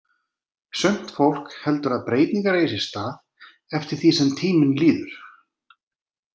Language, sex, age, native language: Icelandic, male, 40-49, Icelandic